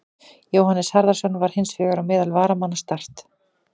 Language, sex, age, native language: Icelandic, female, 40-49, Icelandic